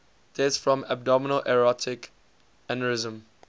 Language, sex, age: English, male, 20